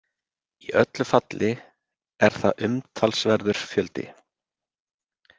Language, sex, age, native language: Icelandic, male, 40-49, Icelandic